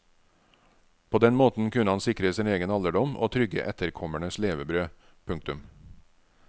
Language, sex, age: Norwegian, male, 49